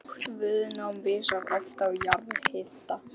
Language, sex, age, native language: Icelandic, male, 11, Icelandic